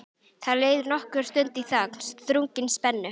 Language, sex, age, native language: Icelandic, female, 12, Icelandic